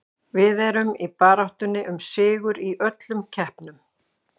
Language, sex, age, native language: Icelandic, female, 40-49, Icelandic